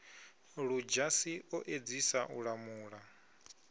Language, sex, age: Venda, male, 22